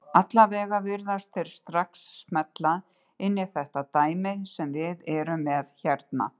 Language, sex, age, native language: Icelandic, female, 60-69, Icelandic